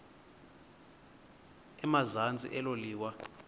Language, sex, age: Xhosa, male, 20